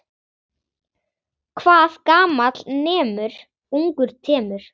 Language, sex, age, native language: Icelandic, female, 10, Icelandic